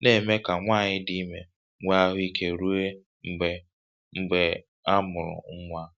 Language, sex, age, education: Igbo, male, 30-45, tertiary